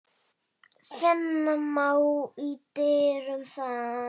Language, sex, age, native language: Icelandic, female, 8, Icelandic